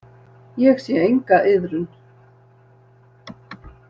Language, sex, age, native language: Icelandic, female, 60-69, Icelandic